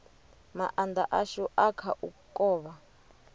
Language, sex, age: Venda, female, 30